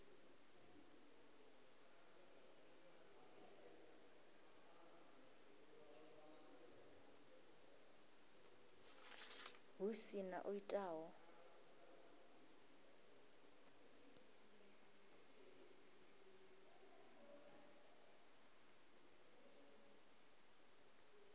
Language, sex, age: Venda, female, 20